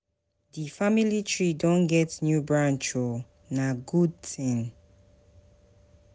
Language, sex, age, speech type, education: Nigerian Pidgin, female, 30-45, spontaneous, tertiary